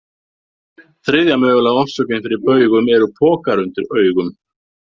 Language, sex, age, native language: Icelandic, male, 50-59, Icelandic